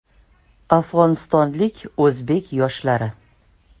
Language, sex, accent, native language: Uzbek, female, Toshkent shahri, Uzbek